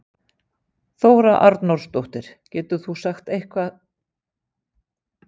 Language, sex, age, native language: Icelandic, female, 50-59, Icelandic